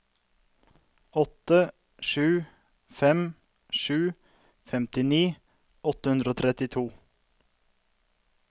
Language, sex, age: Norwegian, male, 32